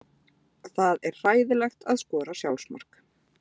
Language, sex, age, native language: Icelandic, female, 20-29, Icelandic